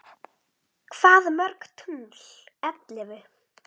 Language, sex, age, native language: Icelandic, female, 9, Icelandic